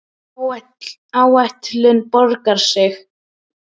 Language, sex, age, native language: Icelandic, male, 10, Icelandic